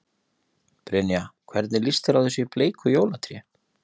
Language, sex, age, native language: Icelandic, male, 30-39, Icelandic